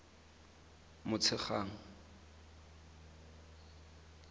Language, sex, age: Tswana, male, 23